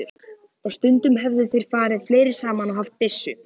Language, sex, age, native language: Icelandic, male, 14, Icelandic